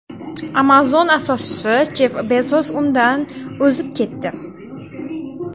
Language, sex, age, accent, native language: Uzbek, female, 19-29, Xorazm, Uzbek